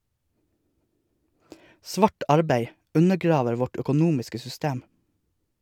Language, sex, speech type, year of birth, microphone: Norwegian, male, read, 1982, Shure